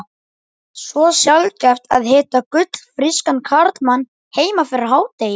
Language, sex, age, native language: Icelandic, male, 11, Icelandic